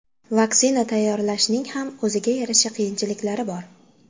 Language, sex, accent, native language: Uzbek, female, Qashqadaryo, Uzbek